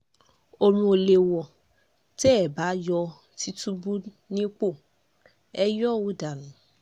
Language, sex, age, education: Yoruba, female, 15-29, tertiary